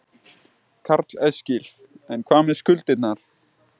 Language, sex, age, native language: Icelandic, male, 20-29, Icelandic